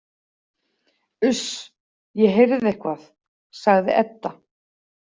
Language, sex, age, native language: Icelandic, female, 40-49, Icelandic